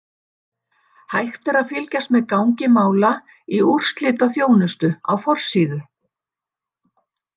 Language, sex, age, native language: Icelandic, female, 60-69, Icelandic